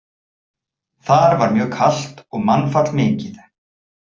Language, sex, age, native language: Icelandic, male, 40-49, Icelandic